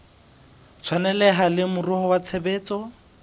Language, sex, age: Southern Sotho, male, 22